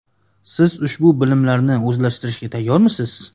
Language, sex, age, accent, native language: Uzbek, male, 25-34, Farg'ona, Uzbek